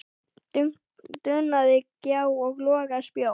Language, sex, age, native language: Icelandic, male, 9, Icelandic